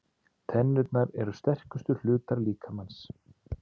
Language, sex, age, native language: Icelandic, male, 30-39, Icelandic